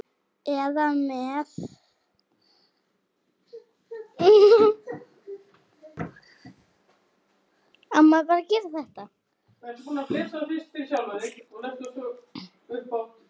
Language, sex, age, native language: Icelandic, female, 7, Icelandic